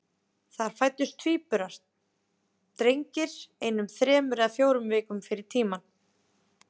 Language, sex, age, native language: Icelandic, female, 30-39, Icelandic